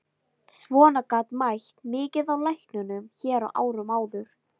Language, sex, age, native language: Icelandic, female, 13, Icelandic